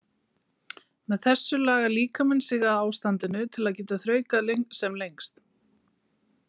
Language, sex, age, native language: Icelandic, female, 40-49, Icelandic